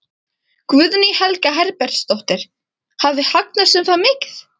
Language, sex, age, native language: Icelandic, female, 13, Icelandic